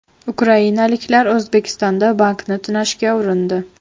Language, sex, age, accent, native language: Uzbek, female, 12-17, Farg'ona, Uzbek